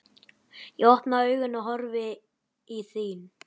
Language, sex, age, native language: Icelandic, male, 11, Icelandic